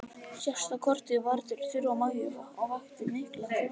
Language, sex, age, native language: Icelandic, female, 50-59, Icelandic